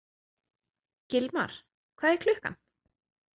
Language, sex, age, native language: Icelandic, female, 30-39, Icelandic